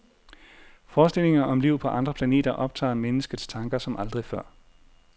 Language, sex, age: Danish, male, 40